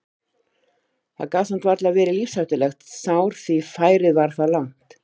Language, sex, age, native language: Icelandic, female, 50-59, Icelandic